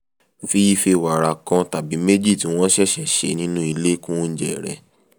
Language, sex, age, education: Yoruba, male, 15-29, tertiary